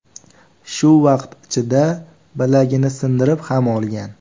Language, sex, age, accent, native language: Uzbek, male, 18-24, Farg'ona, Uzbek